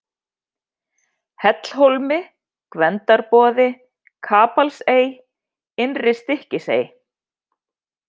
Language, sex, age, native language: Icelandic, female, 50-59, Icelandic